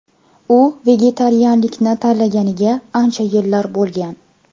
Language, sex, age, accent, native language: Uzbek, female, 18-24, Farg'ona, Uzbek